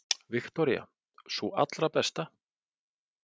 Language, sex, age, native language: Icelandic, male, 40-49, Icelandic